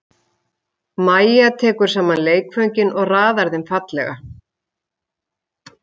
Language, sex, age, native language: Icelandic, female, 50-59, Icelandic